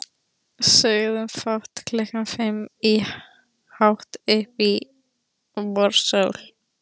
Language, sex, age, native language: Icelandic, female, 13, Icelandic